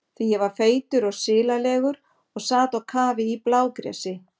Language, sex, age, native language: Icelandic, female, 50-59, Icelandic